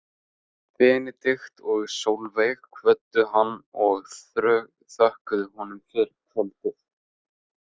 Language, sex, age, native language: Icelandic, male, 15, Icelandic